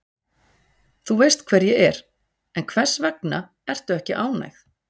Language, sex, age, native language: Icelandic, female, 40-49, Icelandic